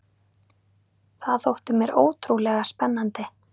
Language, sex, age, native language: Icelandic, female, 30-39, Icelandic